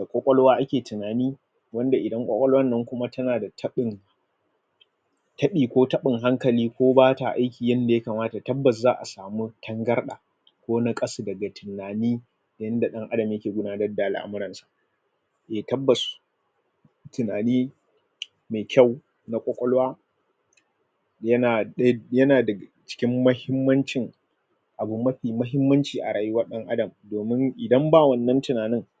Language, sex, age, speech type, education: Hausa, male, 30-45, spontaneous, tertiary